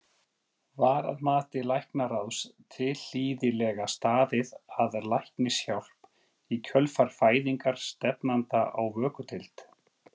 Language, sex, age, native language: Icelandic, male, 40-49, Icelandic